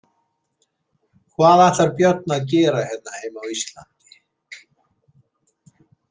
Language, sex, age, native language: Icelandic, male, 70-79, Icelandic